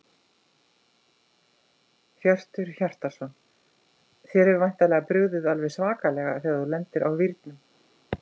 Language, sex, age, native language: Icelandic, female, 50-59, Icelandic